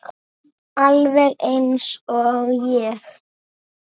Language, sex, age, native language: Icelandic, female, 7, Icelandic